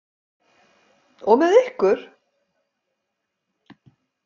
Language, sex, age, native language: Icelandic, female, 50-59, Icelandic